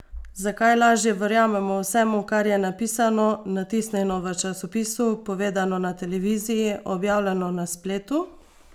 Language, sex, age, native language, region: Slovenian, female, 30-49, Slovenian, Savinja region